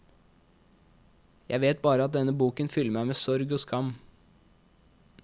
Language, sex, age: Norwegian, male, 21